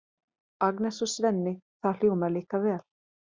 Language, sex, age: Icelandic, female, 30-39